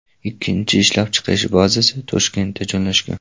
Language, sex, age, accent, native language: Uzbek, male, 18-24, Namangan, Uzbek